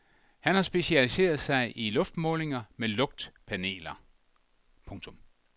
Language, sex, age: Danish, male, 62